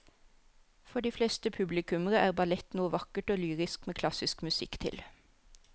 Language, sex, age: Norwegian, female, 34